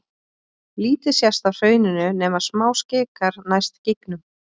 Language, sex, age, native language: Icelandic, female, 20-29, Icelandic